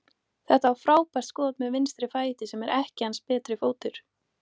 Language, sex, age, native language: Icelandic, female, 18-19, Icelandic